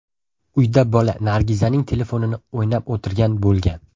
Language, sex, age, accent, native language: Uzbek, male, 12-17, Toshkent shahri, Uzbek